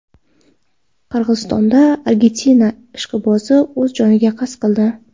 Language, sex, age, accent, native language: Uzbek, female, 18-24, Qoraqalpog'iston, Karakalpak